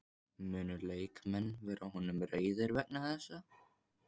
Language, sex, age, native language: Icelandic, male, 14, Icelandic